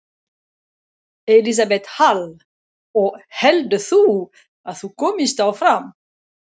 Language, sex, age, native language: Icelandic, female, 60-69, French